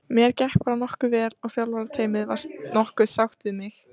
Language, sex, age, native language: Icelandic, female, 30-39, Icelandic